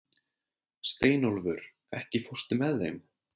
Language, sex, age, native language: Icelandic, male, 30-39, Icelandic